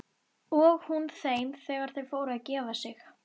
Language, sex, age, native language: Icelandic, female, 11, Icelandic